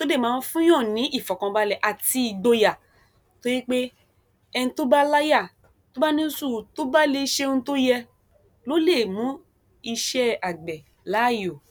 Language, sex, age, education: Yoruba, female, 46-60, tertiary